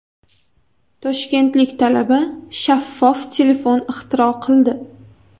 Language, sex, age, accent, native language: Uzbek, female, 18-24, Toshkent viloyati, Uzbek